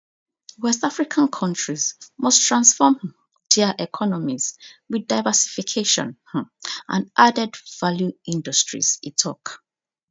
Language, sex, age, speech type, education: Nigerian Pidgin, female, 30-45, spontaneous, tertiary